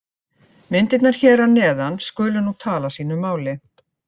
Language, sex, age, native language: Icelandic, female, 50-59, Icelandic